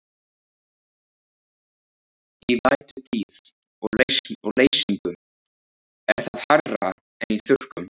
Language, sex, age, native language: Icelandic, male, 13, Icelandic